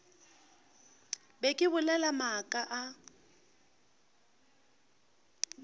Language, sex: Northern Sotho, female